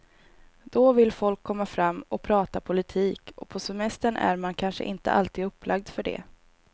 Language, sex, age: Swedish, female, 22